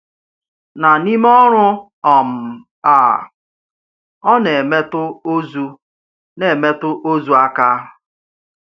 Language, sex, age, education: Igbo, male, 30-45, tertiary